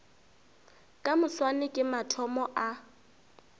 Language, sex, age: Northern Sotho, female, 24